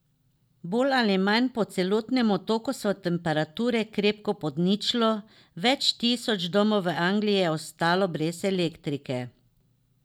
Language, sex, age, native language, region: Slovenian, female, 50-59, Slovenian, Drava region